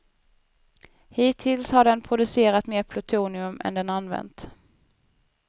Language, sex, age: Swedish, female, 19